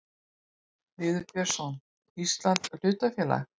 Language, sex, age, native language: Icelandic, female, 20-29, Icelandic